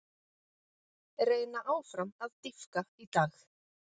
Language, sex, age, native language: Icelandic, female, 40-49, Icelandic